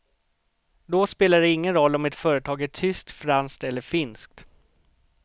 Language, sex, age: Swedish, male, 38